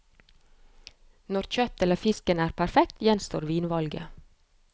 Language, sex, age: Norwegian, female, 30